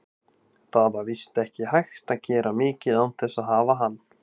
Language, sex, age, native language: Icelandic, male, 18-19, Icelandic